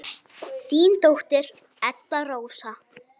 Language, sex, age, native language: Icelandic, female, 9, Icelandic